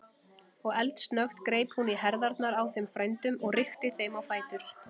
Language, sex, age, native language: Icelandic, female, 30-39, Icelandic